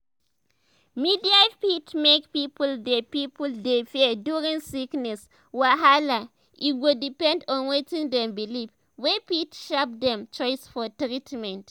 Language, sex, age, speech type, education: Nigerian Pidgin, female, 15-29, spontaneous, tertiary